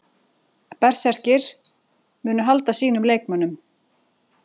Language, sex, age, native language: Icelandic, female, 40-49, Icelandic